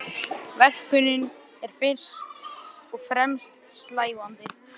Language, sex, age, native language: Icelandic, male, 11, Icelandic